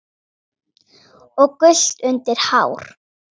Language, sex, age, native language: Icelandic, female, 9, Icelandic